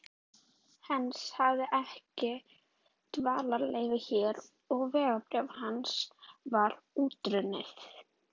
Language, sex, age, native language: Icelandic, female, 11, Icelandic